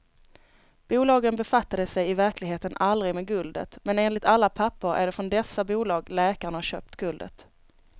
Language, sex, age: Swedish, female, 29